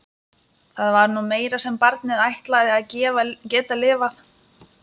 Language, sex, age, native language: Icelandic, female, 20-29, Lithuanian